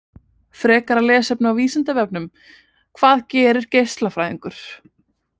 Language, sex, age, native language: Icelandic, female, 20-29, Icelandic